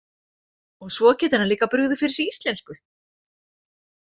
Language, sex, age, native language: Icelandic, female, 40-49, Icelandic